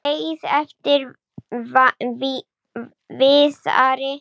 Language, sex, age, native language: Icelandic, male, 9, Icelandic